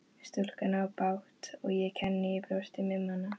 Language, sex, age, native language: Icelandic, female, 11, Icelandic